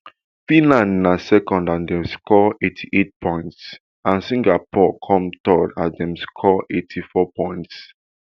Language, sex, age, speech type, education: Nigerian Pidgin, male, 15-29, spontaneous, tertiary